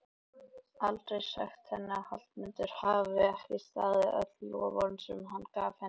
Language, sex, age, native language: Icelandic, male, 18-19, Icelandic